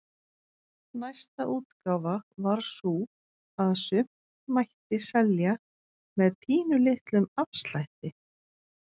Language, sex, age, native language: Icelandic, female, 40-49, Icelandic